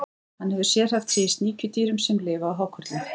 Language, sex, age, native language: Icelandic, female, 40-49, Icelandic